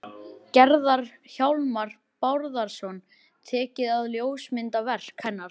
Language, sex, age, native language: Icelandic, male, 11, Icelandic